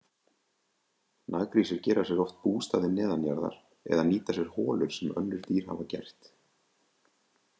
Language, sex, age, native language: Icelandic, male, 20-29, Icelandic